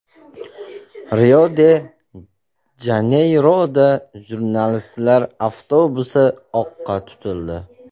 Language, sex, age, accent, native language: Uzbek, male, 25-34, Andijon, Uzbek